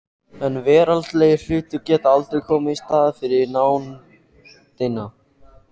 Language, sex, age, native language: Icelandic, male, 14, Icelandic